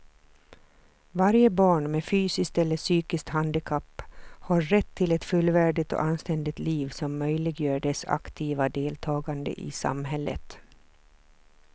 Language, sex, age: Swedish, female, 47